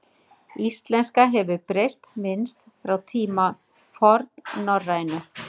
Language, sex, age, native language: Icelandic, female, 60-69, Icelandic